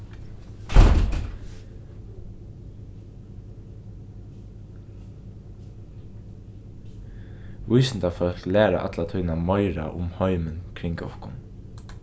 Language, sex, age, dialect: Faroese, male, 15-35, Norðuroyggjar